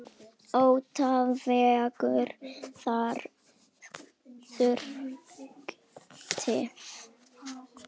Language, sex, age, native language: Icelandic, female, 10, Icelandic